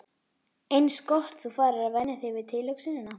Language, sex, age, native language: Icelandic, female, 12, Icelandic